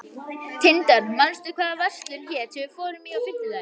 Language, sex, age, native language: Icelandic, female, 11, Icelandic